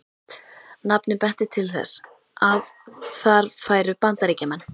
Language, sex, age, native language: Icelandic, female, 13, Icelandic